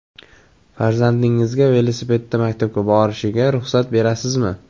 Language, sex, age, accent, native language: Uzbek, male, 18-24, Samarqand, Uzbek